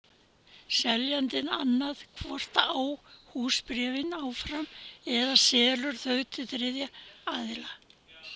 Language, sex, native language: Icelandic, female, Icelandic